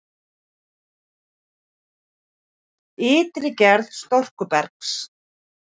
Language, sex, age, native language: Icelandic, female, 40-49, Icelandic